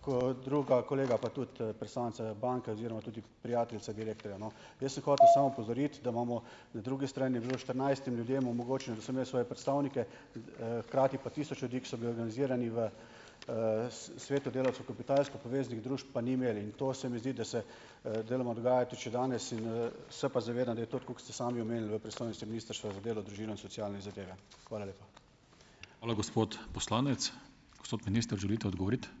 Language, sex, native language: Slovenian, male, Slovenian